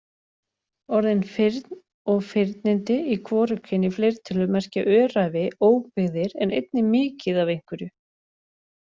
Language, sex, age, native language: Icelandic, female, 40-49, Icelandic